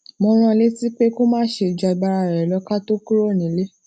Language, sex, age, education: Yoruba, female, 15-29, tertiary